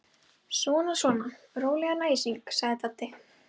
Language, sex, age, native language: Icelandic, female, 12, Icelandic